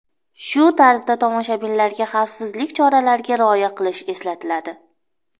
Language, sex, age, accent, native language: Uzbek, female, 25-34, Namangan, Uzbek